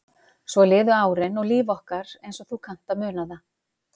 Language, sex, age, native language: Icelandic, female, 50-59, Icelandic